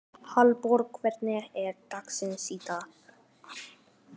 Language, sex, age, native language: Icelandic, male, 12, Icelandic